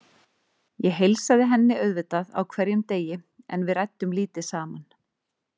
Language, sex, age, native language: Icelandic, female, 30-39, Icelandic